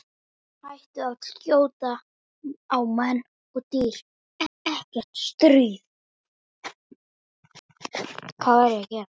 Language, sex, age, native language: Icelandic, male, 11, Icelandic